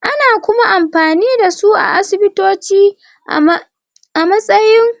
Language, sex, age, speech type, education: Hausa, female, 46-60, spontaneous, secondary